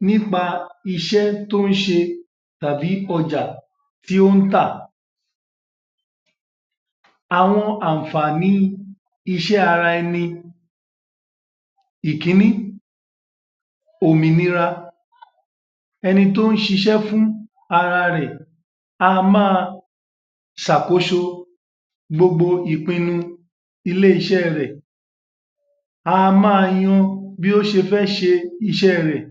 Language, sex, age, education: Yoruba, male, 15-29, tertiary